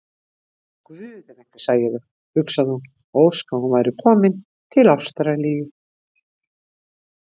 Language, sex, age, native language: Icelandic, female, 60-69, Icelandic